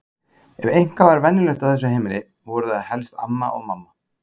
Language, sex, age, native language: Icelandic, male, 40-49, Icelandic